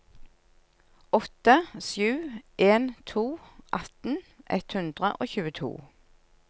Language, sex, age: Norwegian, female, 46